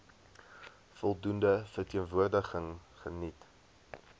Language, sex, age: Afrikaans, male, 20